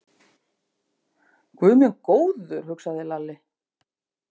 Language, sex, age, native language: Icelandic, female, 50-59, Icelandic